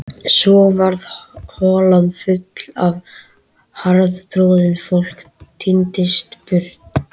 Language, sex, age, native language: Icelandic, male, 13, Icelandic